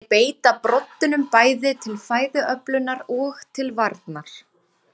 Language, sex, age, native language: Icelandic, female, 30-39, Icelandic